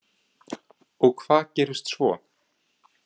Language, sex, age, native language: Icelandic, male, 20-29, Icelandic